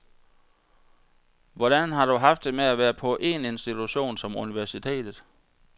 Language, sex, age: Danish, male, 46